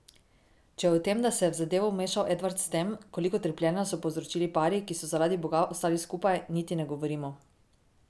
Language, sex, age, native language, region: Slovenian, female, 18-29, Slovenian, Drava region